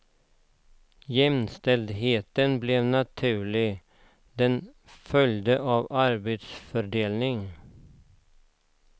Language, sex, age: Swedish, male, 49